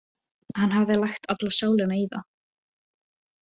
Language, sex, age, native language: Icelandic, female, 18-19, Icelandic